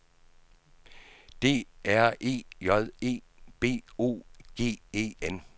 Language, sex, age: Danish, male, 66